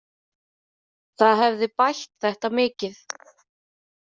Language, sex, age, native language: Icelandic, female, 30-39, Icelandic